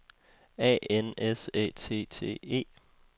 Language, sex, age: Danish, male, 21